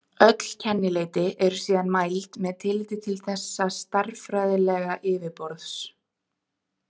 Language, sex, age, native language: Icelandic, female, 20-29, Icelandic